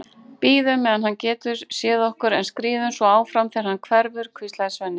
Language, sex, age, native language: Icelandic, female, 18-19, Icelandic